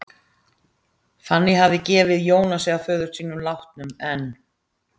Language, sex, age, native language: Icelandic, female, 60-69, Icelandic